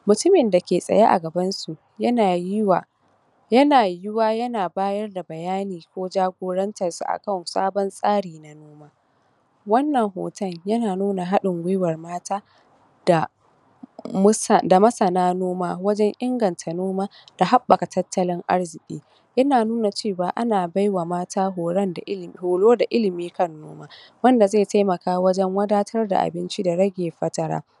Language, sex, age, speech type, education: Hausa, female, 46-60, spontaneous, tertiary